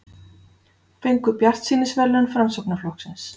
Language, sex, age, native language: Icelandic, female, 40-49, Icelandic